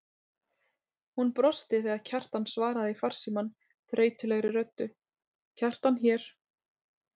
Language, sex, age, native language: Icelandic, female, 30-39, Icelandic